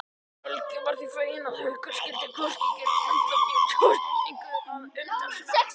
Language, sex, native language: Icelandic, male, Icelandic